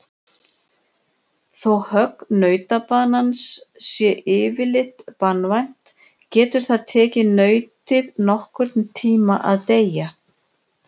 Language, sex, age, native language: Icelandic, female, 60-69, Icelandic